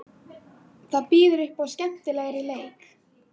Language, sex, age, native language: Icelandic, female, 18-19, Icelandic